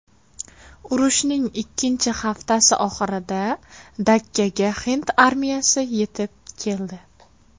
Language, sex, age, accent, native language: Uzbek, female, 19-29, Farg'ona, Uzbek